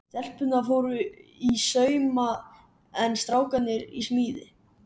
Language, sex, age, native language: Icelandic, male, 11, Icelandic